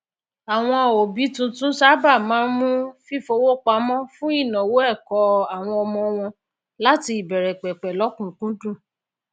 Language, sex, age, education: Yoruba, female, 30-45, tertiary